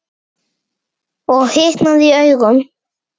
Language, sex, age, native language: Icelandic, female, 8, Icelandic